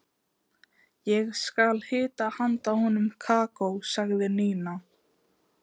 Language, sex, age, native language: Icelandic, female, 15, Icelandic